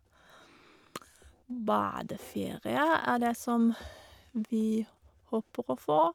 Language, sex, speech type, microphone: Norwegian, female, spontaneous, Shure